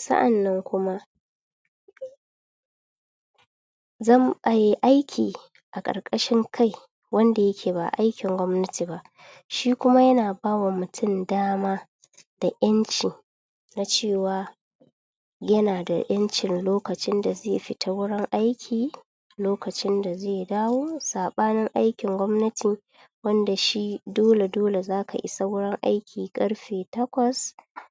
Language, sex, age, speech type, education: Hausa, female, 30-45, spontaneous, tertiary